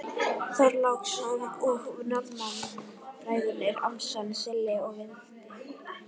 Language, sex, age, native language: Icelandic, female, 11, Icelandic